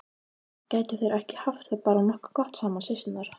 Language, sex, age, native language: Icelandic, female, 15, Icelandic